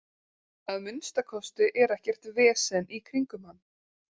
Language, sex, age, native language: Icelandic, female, 30-39, Icelandic